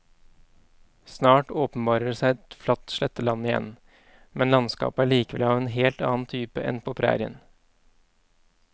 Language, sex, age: Norwegian, male, 31